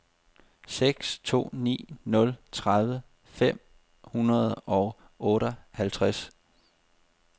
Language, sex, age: Danish, male, 30